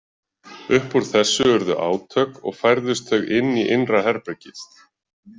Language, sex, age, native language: Icelandic, male, 40-49, Icelandic